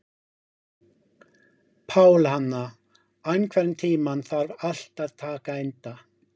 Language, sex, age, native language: Icelandic, male, 50-59, English